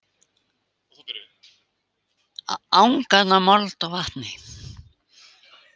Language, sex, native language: Icelandic, female, Icelandic